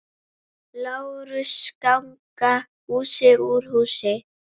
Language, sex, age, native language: Icelandic, female, 7, Icelandic